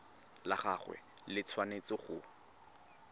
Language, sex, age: Tswana, male, 19